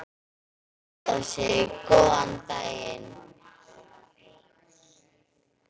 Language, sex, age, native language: Icelandic, female, 12, Icelandic